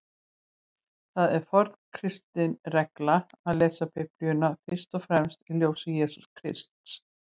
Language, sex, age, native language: Icelandic, female, 60-69, Icelandic